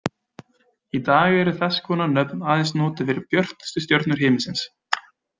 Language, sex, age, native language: Icelandic, male, 20-29, Icelandic